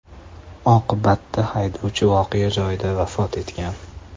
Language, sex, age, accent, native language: Uzbek, male, 25-34, Toshkent shahri, Uzbek